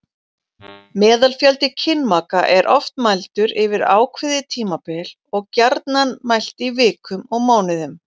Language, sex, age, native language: Icelandic, female, 40-49, Icelandic